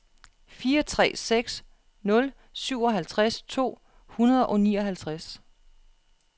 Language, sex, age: Danish, female, 36